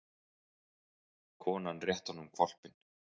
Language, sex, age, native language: Icelandic, male, 20-29, Icelandic